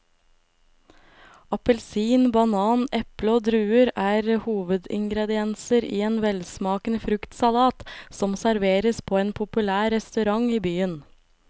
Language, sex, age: Norwegian, female, 25